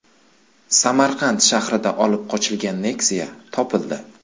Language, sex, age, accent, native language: Uzbek, male, 25-34, Qashqadaryo, Uzbek